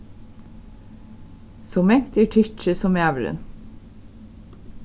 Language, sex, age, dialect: Faroese, female, 36-60, Suðurstreymoy